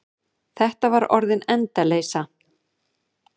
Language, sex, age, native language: Icelandic, female, 40-49, Icelandic